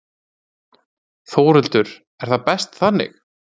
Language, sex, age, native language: Icelandic, male, 30-39, Icelandic